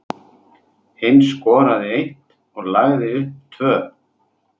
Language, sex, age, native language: Icelandic, male, 30-39, Icelandic